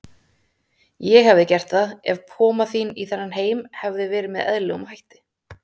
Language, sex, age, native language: Icelandic, female, 30-39, Icelandic